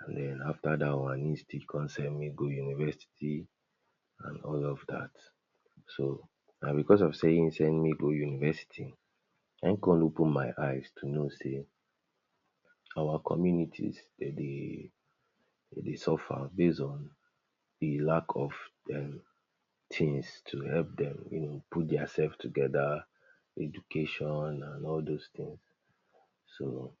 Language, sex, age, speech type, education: Nigerian Pidgin, male, 60+, spontaneous, tertiary